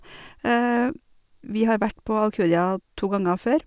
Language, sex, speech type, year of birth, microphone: Norwegian, female, spontaneous, 1970, Sennheiser